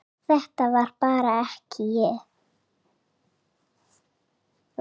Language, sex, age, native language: Icelandic, female, 7, Icelandic